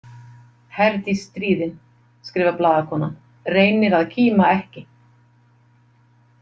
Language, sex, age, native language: Icelandic, female, 50-59, Icelandic